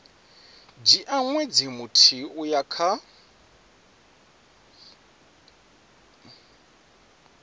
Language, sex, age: Venda, male, 20